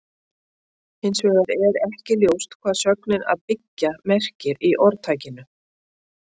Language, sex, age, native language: Icelandic, female, 60-69, Icelandic